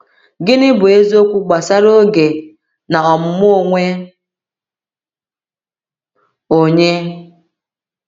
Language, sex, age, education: Igbo, female, 30-45, tertiary